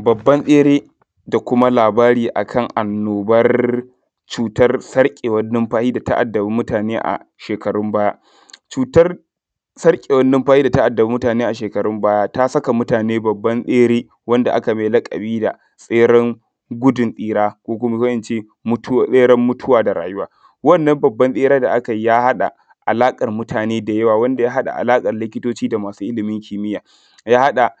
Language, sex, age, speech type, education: Hausa, male, 15-29, spontaneous, tertiary